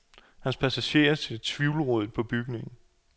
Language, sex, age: Danish, male, 28